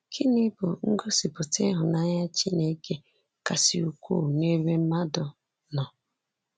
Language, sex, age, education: Igbo, female, 15-29, secondary